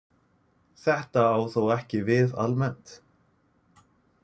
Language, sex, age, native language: Icelandic, male, 20-29, Icelandic